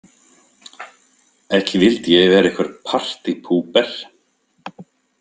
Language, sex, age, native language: Icelandic, male, 50-59, Icelandic